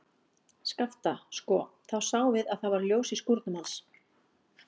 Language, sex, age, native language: Icelandic, female, 40-49, Icelandic